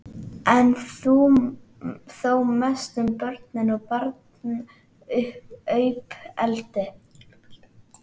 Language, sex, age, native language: Icelandic, female, 11, Icelandic